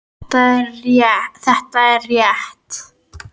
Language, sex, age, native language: Icelandic, female, 10, Icelandic